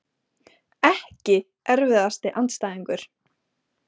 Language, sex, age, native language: Icelandic, female, 20-29, Icelandic